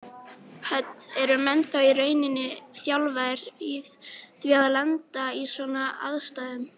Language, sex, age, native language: Icelandic, female, 18-19, Icelandic